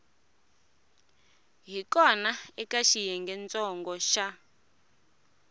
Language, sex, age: Tsonga, female, 24